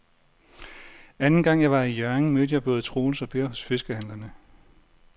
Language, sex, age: Danish, male, 40